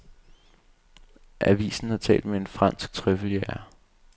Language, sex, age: Danish, male, 22